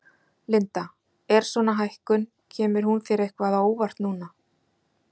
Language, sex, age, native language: Icelandic, female, 40-49, Icelandic